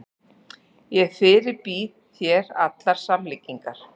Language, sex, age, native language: Icelandic, female, 40-49, Icelandic